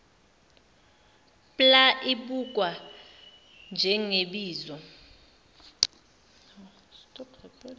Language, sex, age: Zulu, female, 21